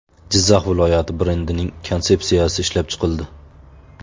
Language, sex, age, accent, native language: Uzbek, male, 25-34, Farg'ona, Uzbek